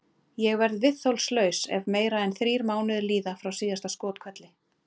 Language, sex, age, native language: Icelandic, female, 30-39, Icelandic